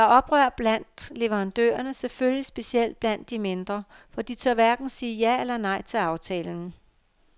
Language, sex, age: Danish, female, 50